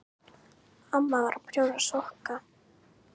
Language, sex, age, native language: Icelandic, female, 10, Icelandic